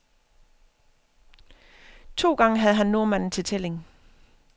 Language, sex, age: Danish, female, 50